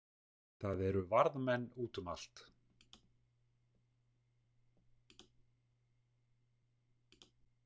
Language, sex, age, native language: Icelandic, male, 60-69, Icelandic